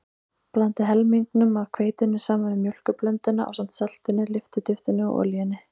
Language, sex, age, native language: Icelandic, female, 30-39, Icelandic